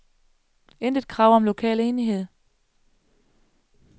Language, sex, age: Danish, female, 35